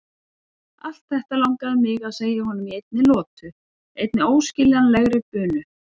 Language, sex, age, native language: Icelandic, female, 40-49, Icelandic